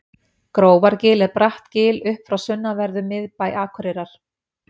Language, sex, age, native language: Icelandic, female, 50-59, Icelandic